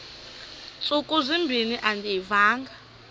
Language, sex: Xhosa, female